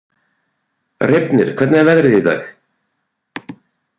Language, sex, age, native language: Icelandic, male, 40-49, Icelandic